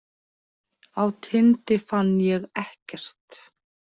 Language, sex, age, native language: Icelandic, female, 40-49, Icelandic